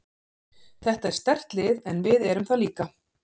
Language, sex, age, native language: Icelandic, female, 40-49, Icelandic